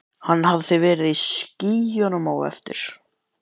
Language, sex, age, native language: Icelandic, male, 11, Icelandic